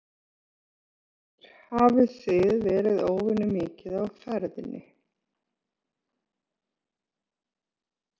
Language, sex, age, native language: Icelandic, female, 40-49, Icelandic